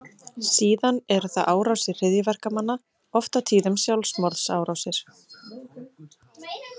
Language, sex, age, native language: Icelandic, female, 30-39, Icelandic